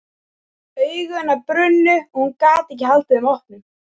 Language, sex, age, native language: Icelandic, male, 12, Icelandic